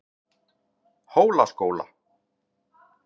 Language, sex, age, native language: Icelandic, male, 40-49, Icelandic